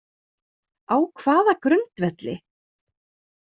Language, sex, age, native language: Icelandic, female, 30-39, Icelandic